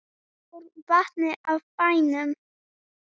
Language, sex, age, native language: Icelandic, female, 10, Icelandic